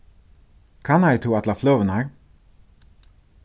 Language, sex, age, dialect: Faroese, male, 36-60, Suðurstreymoy